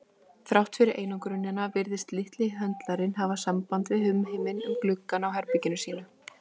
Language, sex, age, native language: Icelandic, female, 20-29, Icelandic